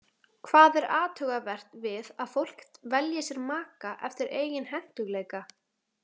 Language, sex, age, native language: Icelandic, female, 18-19, Icelandic